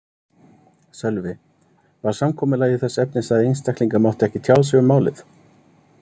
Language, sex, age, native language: Icelandic, male, 30-39, Icelandic